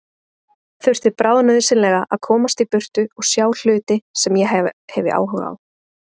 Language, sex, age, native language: Icelandic, female, 20-29, Icelandic